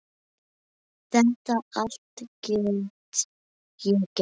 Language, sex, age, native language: Icelandic, male, 9, Icelandic